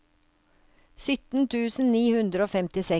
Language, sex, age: Norwegian, female, 56